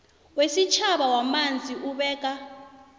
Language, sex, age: South Ndebele, female, 26